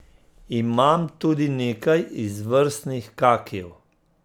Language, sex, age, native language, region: Slovenian, male, 50-59, Slovenian, Central Slovenia